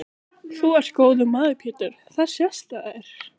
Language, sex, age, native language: Icelandic, other, 15, Icelandic